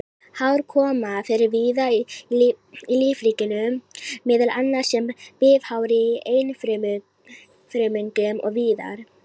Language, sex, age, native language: Icelandic, female, 18-19, Icelandic